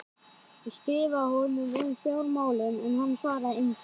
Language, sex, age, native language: Icelandic, other, 11, Icelandic